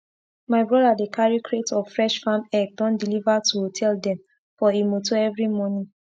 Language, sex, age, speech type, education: Nigerian Pidgin, female, 15-29, spontaneous, tertiary